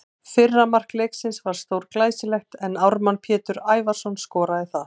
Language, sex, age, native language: Icelandic, female, 40-49, Icelandic